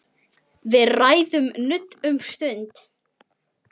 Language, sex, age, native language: Icelandic, female, 10, Icelandic